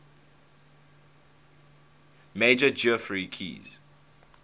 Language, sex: English, male